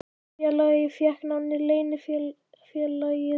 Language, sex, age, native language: Icelandic, male, 11, Icelandic